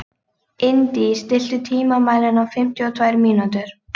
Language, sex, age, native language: Icelandic, female, 18-19, Icelandic